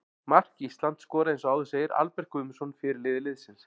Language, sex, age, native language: Icelandic, male, 40-49, Icelandic